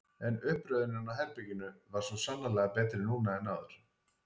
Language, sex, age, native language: Icelandic, male, 40-49, Icelandic